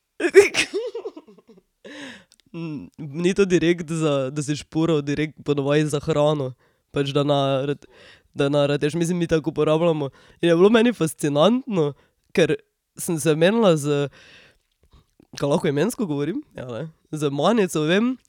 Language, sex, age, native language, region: Slovenian, female, 18-29, Slovenian, Drava region